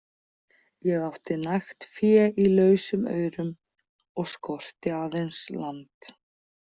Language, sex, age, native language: Icelandic, female, 40-49, Icelandic